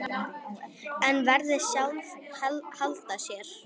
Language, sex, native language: Icelandic, female, Icelandic